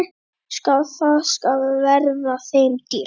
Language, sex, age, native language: Icelandic, male, 8, Icelandic